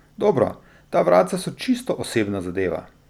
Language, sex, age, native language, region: Slovenian, male, 30-49, Slovenian, Drava region